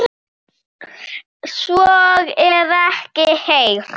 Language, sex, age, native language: Icelandic, female, 7, Icelandic